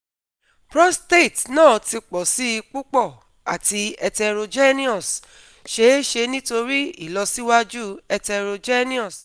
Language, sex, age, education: Yoruba, female, 30-45, tertiary